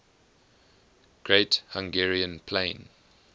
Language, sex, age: English, male, 21